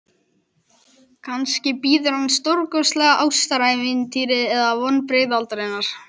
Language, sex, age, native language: Icelandic, male, 11, Icelandic